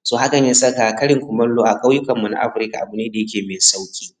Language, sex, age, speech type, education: Hausa, male, 15-29, spontaneous, tertiary